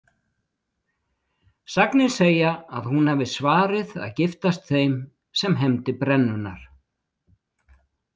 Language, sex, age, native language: Icelandic, male, 60-69, Icelandic